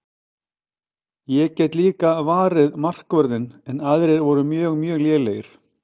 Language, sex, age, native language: Icelandic, male, 50-59, Icelandic